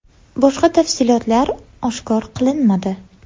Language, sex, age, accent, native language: Uzbek, female, 18-24, Andijon, Uzbek